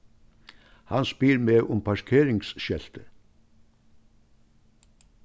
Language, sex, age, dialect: Faroese, male, 61+, Vágar